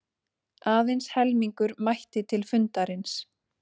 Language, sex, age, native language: Icelandic, female, 30-39, Icelandic